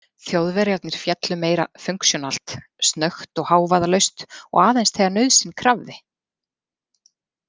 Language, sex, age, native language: Icelandic, female, 40-49, Icelandic